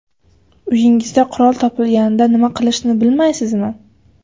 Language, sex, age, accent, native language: Uzbek, female, 25-34, Qashqadaryo, Uzbek